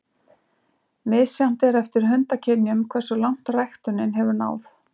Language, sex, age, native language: Icelandic, female, 60-69, Icelandic